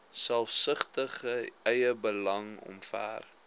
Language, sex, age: Afrikaans, male, 21